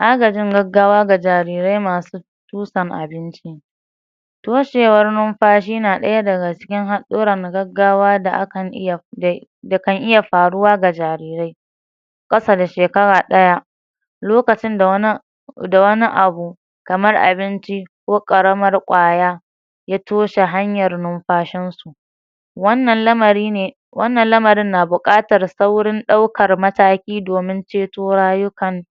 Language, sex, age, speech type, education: Hausa, female, 30-45, spontaneous, tertiary